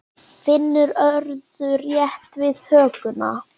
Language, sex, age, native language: Icelandic, male, 9, Icelandic